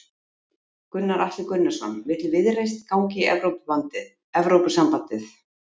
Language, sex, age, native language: Icelandic, female, 50-59, Icelandic